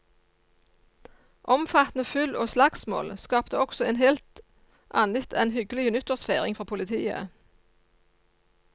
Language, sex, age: Norwegian, female, 54